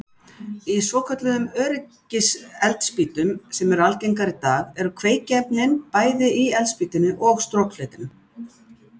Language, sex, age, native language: Icelandic, female, 60-69, Icelandic